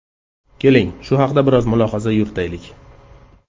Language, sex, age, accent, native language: Uzbek, male, 35+, Qashqadaryo, Uzbek